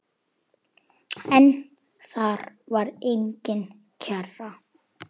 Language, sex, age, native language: Icelandic, male, 8, Icelandic